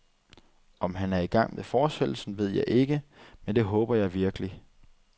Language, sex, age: Danish, male, 30